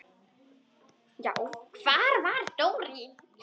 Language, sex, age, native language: Icelandic, female, 10, Icelandic